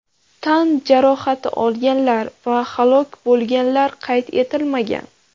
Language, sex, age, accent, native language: Uzbek, female, 18-24, Navoiy, Uzbek